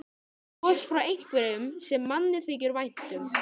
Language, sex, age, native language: Icelandic, male, 13, Icelandic